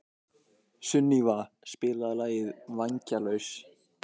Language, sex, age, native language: Icelandic, male, 18-19, Icelandic